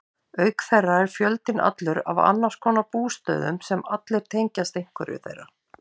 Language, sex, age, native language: Icelandic, female, 50-59, Icelandic